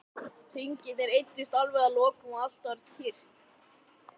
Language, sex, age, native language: Icelandic, male, 14, Icelandic